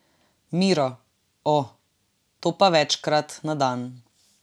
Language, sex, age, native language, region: Slovenian, female, 18-29, Slovenian, Drava region